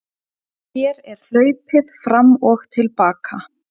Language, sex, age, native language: Icelandic, female, 30-39, Icelandic